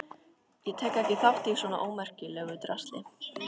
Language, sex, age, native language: Icelandic, female, 13, Icelandic